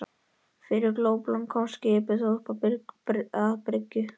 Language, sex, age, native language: Icelandic, male, 13, Icelandic